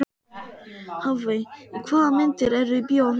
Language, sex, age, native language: Icelandic, male, 12, Icelandic